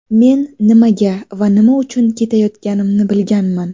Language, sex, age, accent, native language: Uzbek, female, 19-29, Navoiy, Uzbek